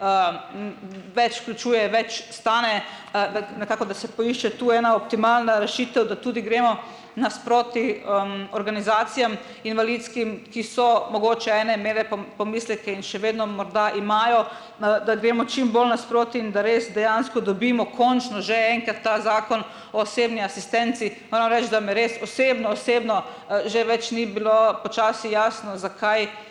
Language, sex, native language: Slovenian, female, Slovenian